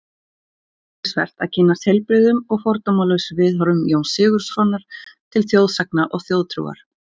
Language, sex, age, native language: Icelandic, female, 40-49, Icelandic